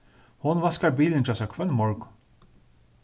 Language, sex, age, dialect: Faroese, male, 36-60, Suðurstreymoy